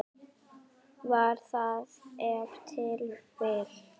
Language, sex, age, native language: Icelandic, female, 9, Icelandic